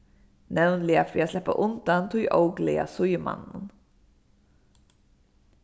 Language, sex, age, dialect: Faroese, female, 15-35, Suðurstreymoy